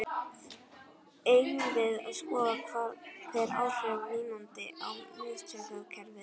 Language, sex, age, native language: Icelandic, female, 11, Icelandic